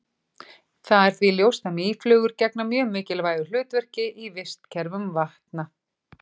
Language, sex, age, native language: Icelandic, female, 40-49, Icelandic